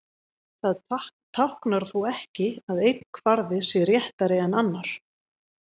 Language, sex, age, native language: Icelandic, female, 30-39, Icelandic